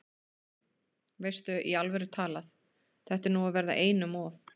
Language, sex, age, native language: Icelandic, female, 30-39, Icelandic